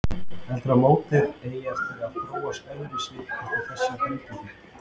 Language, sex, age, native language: Icelandic, male, 30-39, Icelandic